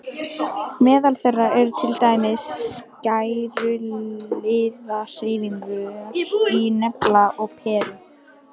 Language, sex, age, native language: Icelandic, female, 18-19, Icelandic